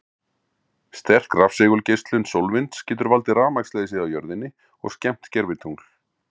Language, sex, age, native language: Icelandic, male, 40-49, Icelandic